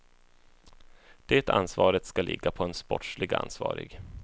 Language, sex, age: Swedish, male, 24